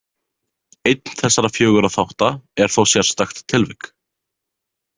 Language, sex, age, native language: Icelandic, male, 18-19, Icelandic